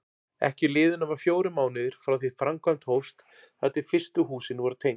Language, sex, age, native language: Icelandic, male, 40-49, Icelandic